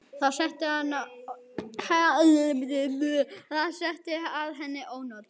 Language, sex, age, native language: Icelandic, male, 9, Icelandic